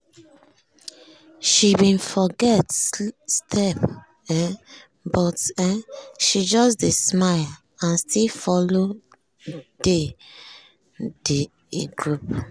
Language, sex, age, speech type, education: Nigerian Pidgin, female, 30-45, spontaneous, tertiary